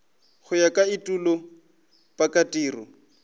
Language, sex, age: Northern Sotho, male, 20